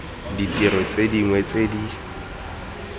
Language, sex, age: Tswana, male, 18